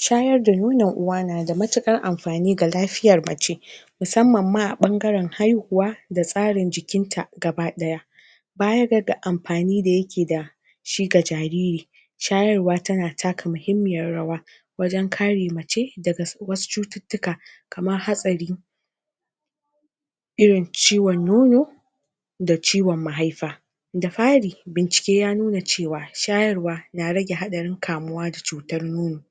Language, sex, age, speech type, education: Hausa, female, 30-45, spontaneous, tertiary